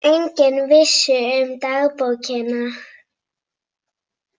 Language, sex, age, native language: Icelandic, female, 40-49, Icelandic